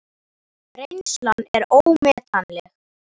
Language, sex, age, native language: Icelandic, male, 18-19, Icelandic